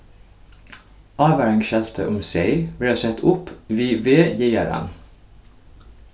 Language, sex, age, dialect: Faroese, male, 15-35, Suðurstreymoy